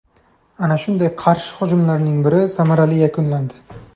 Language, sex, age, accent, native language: Uzbek, male, 18-24, Jizzax, Uzbek